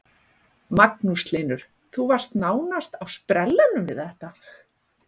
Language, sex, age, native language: Icelandic, female, 40-49, Icelandic